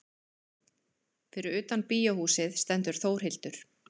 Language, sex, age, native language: Icelandic, female, 30-39, Icelandic